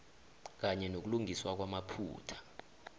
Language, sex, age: South Ndebele, male, 21